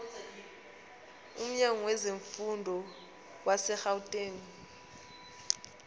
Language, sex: Zulu, female